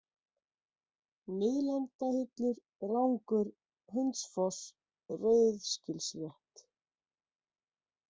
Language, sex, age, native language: Icelandic, female, 40-49, Icelandic